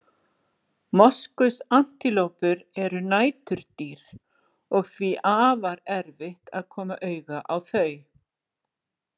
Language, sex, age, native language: Icelandic, female, 60-69, Icelandic